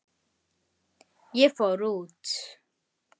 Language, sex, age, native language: Icelandic, female, 10, Icelandic